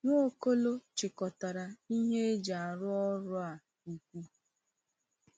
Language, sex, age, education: Igbo, female, 15-29, tertiary